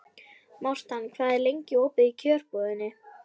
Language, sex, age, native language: Icelandic, female, 11, Icelandic